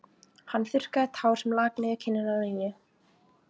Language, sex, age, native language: Icelandic, female, 15, Icelandic